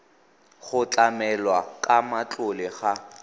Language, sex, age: Tswana, male, 18